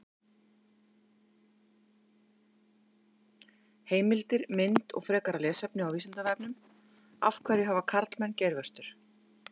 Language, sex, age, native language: Icelandic, female, 50-59, Icelandic